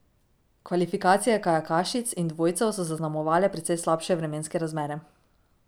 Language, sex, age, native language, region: Slovenian, female, 18-29, Slovenian, Drava region